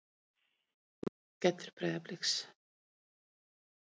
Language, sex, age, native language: Icelandic, female, 30-39, Icelandic